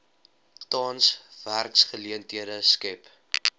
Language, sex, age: Afrikaans, male, 20